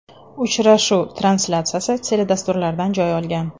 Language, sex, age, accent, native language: Uzbek, female, 25-34, Toshkent shahri, Uzbek